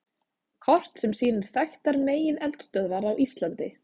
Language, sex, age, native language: Icelandic, female, 20-29, Icelandic